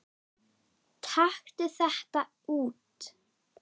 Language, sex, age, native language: Icelandic, female, 9, Icelandic